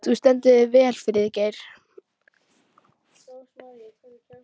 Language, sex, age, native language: Icelandic, female, 12, Icelandic